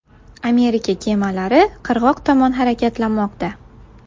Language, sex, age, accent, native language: Uzbek, female, 19-29, Buxoro, Uzbek